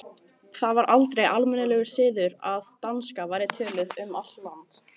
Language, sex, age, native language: Icelandic, other, 18-19, Icelandic